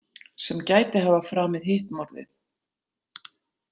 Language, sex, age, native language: Icelandic, female, 60-69, Icelandic